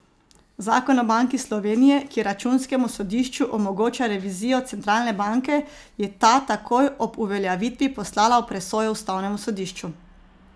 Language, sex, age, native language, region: Slovenian, female, 30-49, Slovenian, Zasavska region